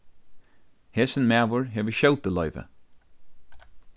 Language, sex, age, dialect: Faroese, male, 36-60, Norðurstreymoy/Eysturoy